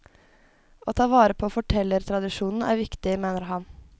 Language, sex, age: Norwegian, female, 17